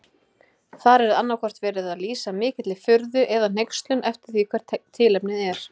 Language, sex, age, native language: Icelandic, female, 20-29, Icelandic